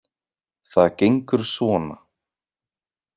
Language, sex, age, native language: Icelandic, male, 20-29, Icelandic